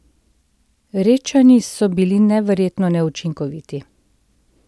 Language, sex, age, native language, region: Slovenian, female, 30-49, Slovenian, Central Slovenia